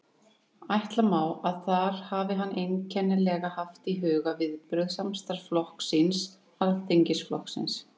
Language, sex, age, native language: Icelandic, female, 30-39, Icelandic